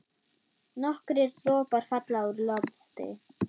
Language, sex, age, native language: Icelandic, female, 9, German